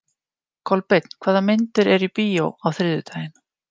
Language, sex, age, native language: Icelandic, female, 50-59, Icelandic